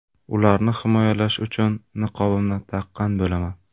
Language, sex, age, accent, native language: Uzbek, male, 18-24, Navoiy, Uzbek